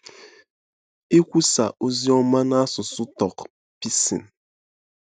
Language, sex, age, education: Igbo, male, 15-29, tertiary